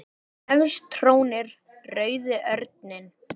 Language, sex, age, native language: Icelandic, male, 10, Icelandic